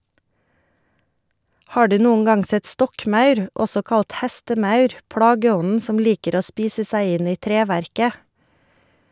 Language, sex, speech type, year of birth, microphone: Norwegian, female, read, 1973, Shure